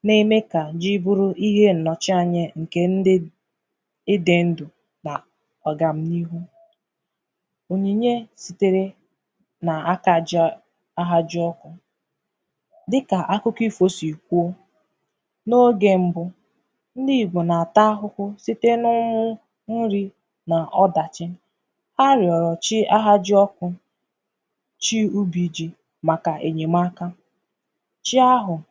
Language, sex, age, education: Igbo, female, 15-29, tertiary